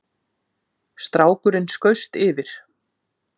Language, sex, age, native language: Icelandic, female, 50-59, Icelandic